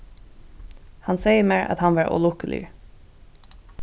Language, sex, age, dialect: Faroese, female, 15-35, Suðurstreymoy